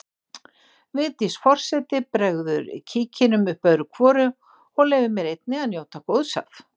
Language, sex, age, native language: Icelandic, female, 60-69, Icelandic